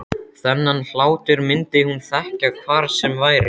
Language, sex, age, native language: Icelandic, male, 12, Icelandic